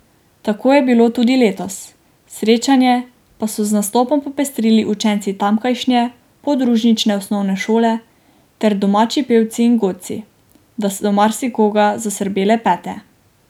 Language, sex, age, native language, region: Slovenian, female, 18-29, Slovenian, Drava region